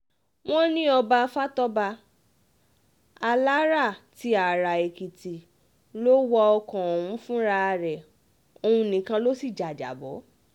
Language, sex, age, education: Yoruba, female, 15-29, tertiary